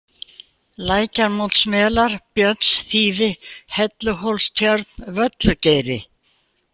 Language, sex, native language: Icelandic, female, Icelandic